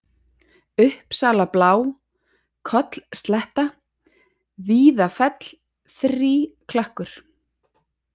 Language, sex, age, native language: Icelandic, female, 30-39, Icelandic